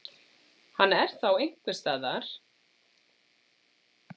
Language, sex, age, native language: Icelandic, female, 40-49, Icelandic